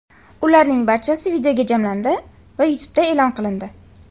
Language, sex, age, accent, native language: Uzbek, female, 18-24, Farg'ona, Uzbek